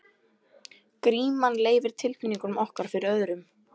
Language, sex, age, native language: Icelandic, female, 11, Icelandic